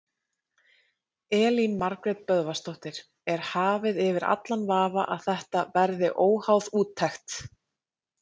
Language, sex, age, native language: Icelandic, female, 30-39, Icelandic